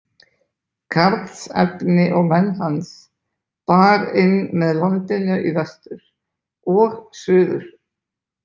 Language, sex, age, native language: Icelandic, male, 20-29, Icelandic